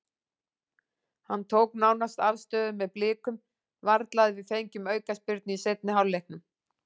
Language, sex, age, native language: Icelandic, female, 40-49, Icelandic